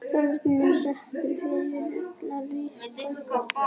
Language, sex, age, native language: Icelandic, female, 8, Icelandic